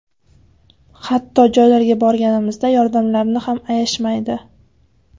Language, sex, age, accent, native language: Uzbek, female, 25-34, Qashqadaryo, Uzbek